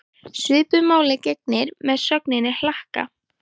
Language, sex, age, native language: Icelandic, female, 18-19, Icelandic